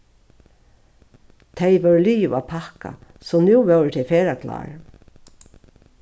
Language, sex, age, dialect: Faroese, female, 36-60, Norðuroyggjar